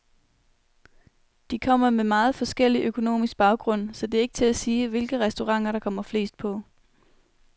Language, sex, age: Danish, female, 21